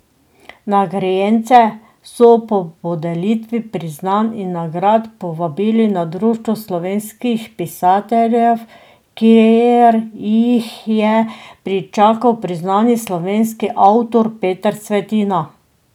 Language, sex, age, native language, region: Slovenian, female, 50-59, Slovenian, Drava region